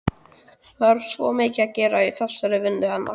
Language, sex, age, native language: Icelandic, male, 12, Icelandic